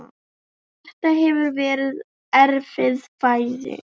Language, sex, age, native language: Icelandic, female, 8, Icelandic